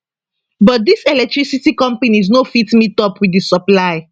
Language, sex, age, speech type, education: Nigerian Pidgin, female, 15-29, spontaneous, tertiary